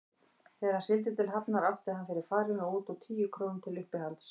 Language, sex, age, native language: Icelandic, female, 30-39, Icelandic